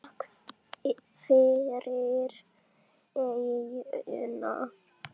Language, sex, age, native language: Icelandic, female, 10, Icelandic